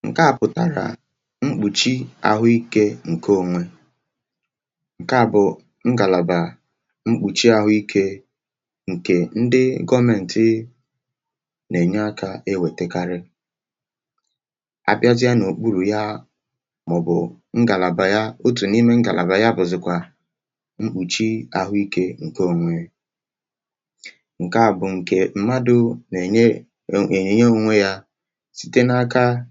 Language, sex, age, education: Igbo, male, 30-45, tertiary